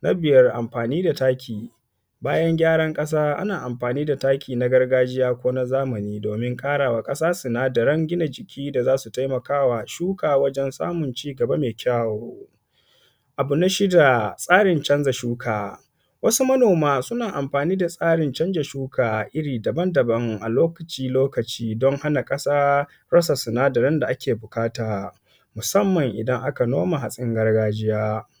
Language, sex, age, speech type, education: Hausa, male, 15-29, spontaneous, secondary